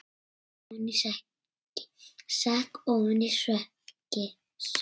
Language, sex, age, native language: Icelandic, female, 6, Icelandic